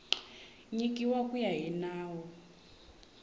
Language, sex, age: Tsonga, female, 18